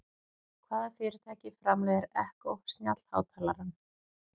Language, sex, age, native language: Icelandic, female, 40-49, Icelandic